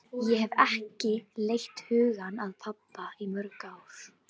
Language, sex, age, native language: Icelandic, female, 12, Icelandic